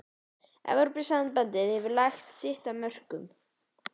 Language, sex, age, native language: Icelandic, male, 11, Icelandic